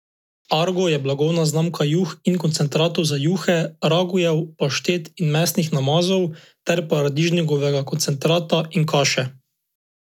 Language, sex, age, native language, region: Slovenian, male, 18-29, Slovenian, Drava region